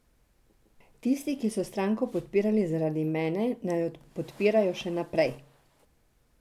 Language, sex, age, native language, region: Slovenian, female, 60+, Serbian, Drava region